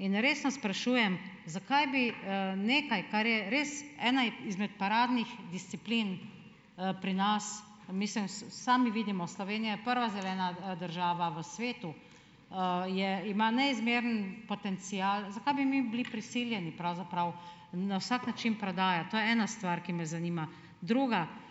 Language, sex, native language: Slovenian, female, Slovenian